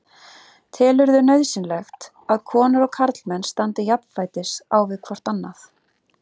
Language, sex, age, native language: Icelandic, female, 30-39, Icelandic